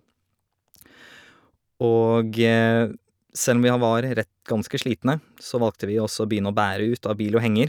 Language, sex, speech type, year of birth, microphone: Norwegian, male, spontaneous, 1988, Shure